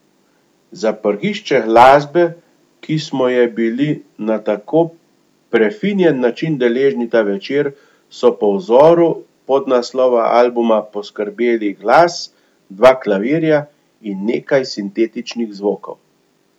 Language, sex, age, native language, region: Slovenian, male, 50-59, Slovenian, Gorenjska region